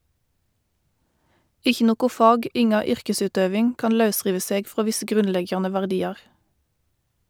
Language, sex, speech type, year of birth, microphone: Norwegian, female, read, 1988, Shure